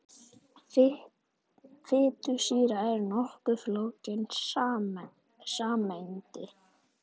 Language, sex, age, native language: Icelandic, male, 40-49, Icelandic